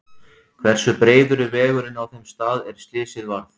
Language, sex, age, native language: Icelandic, male, 40-49, Icelandic